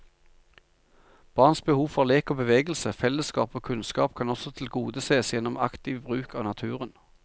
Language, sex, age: Norwegian, male, 45